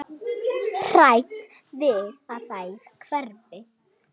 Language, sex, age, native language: Icelandic, female, 9, Icelandic